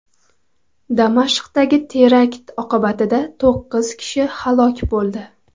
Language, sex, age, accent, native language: Uzbek, female, 18-24, Qoraqalpog'iston, Karakalpak